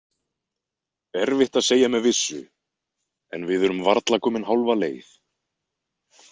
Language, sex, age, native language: Icelandic, male, 20-29, Icelandic